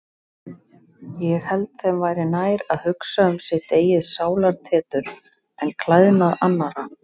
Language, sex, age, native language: Icelandic, female, 30-39, Icelandic